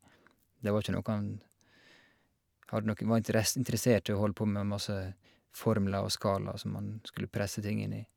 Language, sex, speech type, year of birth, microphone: Norwegian, male, spontaneous, 1986, Shure